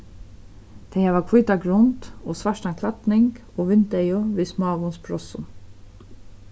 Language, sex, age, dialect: Faroese, female, 36-60, Suðurstreymoy